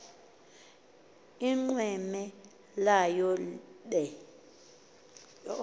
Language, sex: Xhosa, female